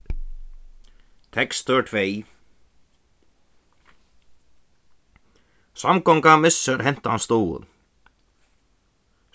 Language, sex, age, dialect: Faroese, male, 15-35, Suðuroy